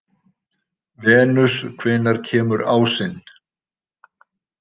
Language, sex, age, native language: Icelandic, male, 60-69, Icelandic